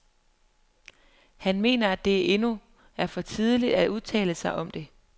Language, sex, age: Danish, female, 23